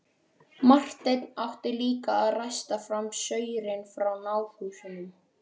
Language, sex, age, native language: Icelandic, male, 12, Icelandic